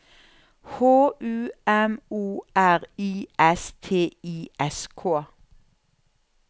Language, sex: Norwegian, female